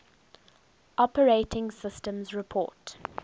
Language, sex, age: English, female, 19